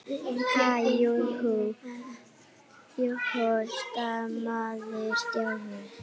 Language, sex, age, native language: Icelandic, female, 8, Icelandic